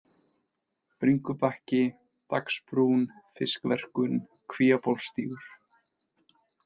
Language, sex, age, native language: Icelandic, male, 20-29, Icelandic